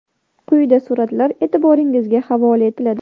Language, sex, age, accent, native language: Uzbek, female, under 19, Sirdaryo, Uzbek